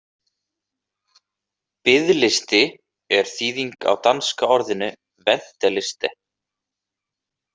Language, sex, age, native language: Icelandic, male, 30-39, Icelandic